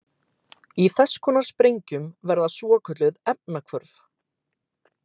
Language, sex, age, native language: Icelandic, male, 18-19, Icelandic